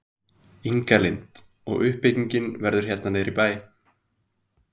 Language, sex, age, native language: Icelandic, male, 20-29, Icelandic